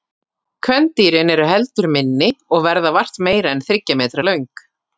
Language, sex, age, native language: Icelandic, female, 40-49, Icelandic